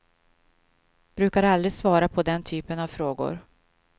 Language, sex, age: Swedish, female, 52